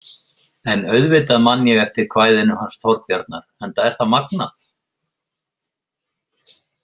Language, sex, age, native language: Icelandic, male, 50-59, Icelandic